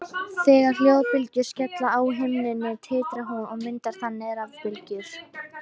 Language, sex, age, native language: Icelandic, female, 18-19, Icelandic